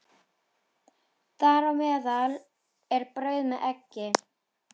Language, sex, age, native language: Icelandic, female, 12, Icelandic